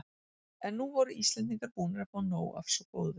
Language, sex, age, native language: Icelandic, female, 40-49, Icelandic